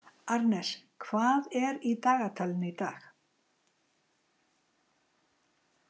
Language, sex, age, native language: Icelandic, female, 60-69, Icelandic